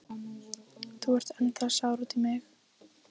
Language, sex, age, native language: Icelandic, female, 14, Icelandic